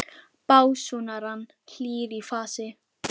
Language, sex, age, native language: Icelandic, female, 10, Icelandic